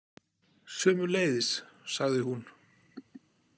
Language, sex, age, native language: Icelandic, male, 40-49, Icelandic